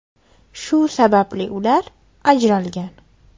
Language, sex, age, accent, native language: Uzbek, female, 18-24, Toshkent viloyati, Uzbek